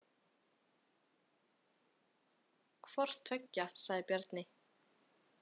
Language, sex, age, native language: Icelandic, female, 18-19, Icelandic